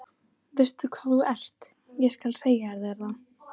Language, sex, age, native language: Icelandic, female, 13, Icelandic